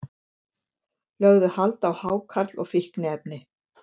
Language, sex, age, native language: Icelandic, female, 70-79, Icelandic